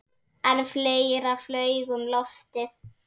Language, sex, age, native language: Icelandic, female, 7, Icelandic